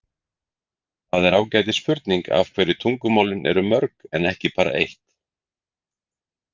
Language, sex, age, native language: Icelandic, male, 40-49, Icelandic